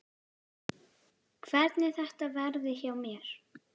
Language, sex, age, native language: Icelandic, female, 10, Icelandic